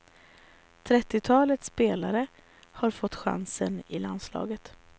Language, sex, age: Swedish, female, 34